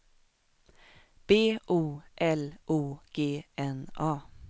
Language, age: Swedish, 21